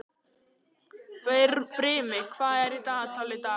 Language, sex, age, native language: Icelandic, female, 15, Icelandic